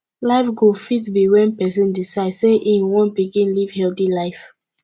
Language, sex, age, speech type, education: Nigerian Pidgin, female, 15-29, spontaneous, tertiary